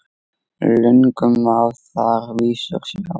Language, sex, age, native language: Icelandic, male, 8, Icelandic